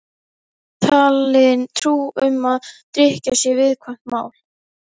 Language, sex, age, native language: Icelandic, female, 11, Icelandic